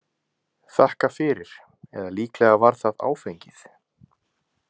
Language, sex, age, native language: Icelandic, male, 20-29, Icelandic